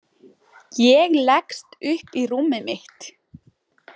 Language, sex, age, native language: Icelandic, female, 20-29, Icelandic